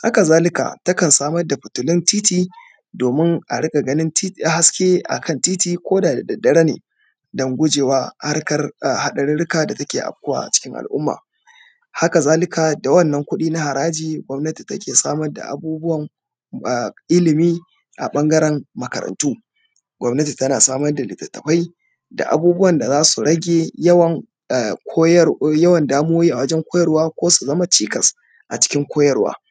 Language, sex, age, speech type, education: Hausa, male, 30-45, spontaneous, tertiary